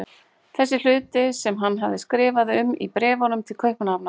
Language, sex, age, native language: Icelandic, female, 18-19, Icelandic